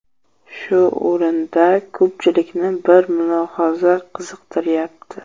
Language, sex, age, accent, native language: Uzbek, male, 12-17, Qashqadaryo, Uzbek